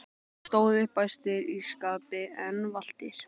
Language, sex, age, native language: Icelandic, male, 12, Icelandic